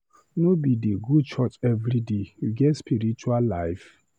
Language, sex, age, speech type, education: Nigerian Pidgin, male, 30-45, read, tertiary